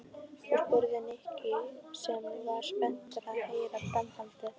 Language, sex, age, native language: Icelandic, female, 11, Icelandic